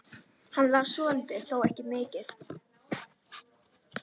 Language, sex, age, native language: Icelandic, female, 11, Icelandic